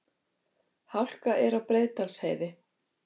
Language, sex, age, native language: Icelandic, female, 50-59, Icelandic